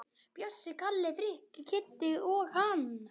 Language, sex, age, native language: Icelandic, male, 11, Icelandic